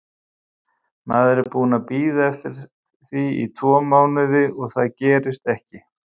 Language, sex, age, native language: Icelandic, male, 50-59, Icelandic